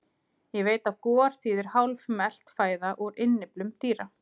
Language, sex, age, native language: Icelandic, female, 30-39, Icelandic